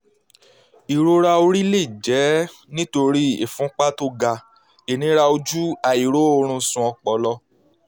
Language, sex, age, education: Yoruba, male, 15-29, tertiary